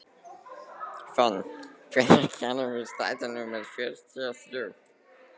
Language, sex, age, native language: Icelandic, other, 13, Icelandic